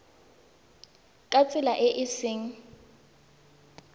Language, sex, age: Tswana, female, 19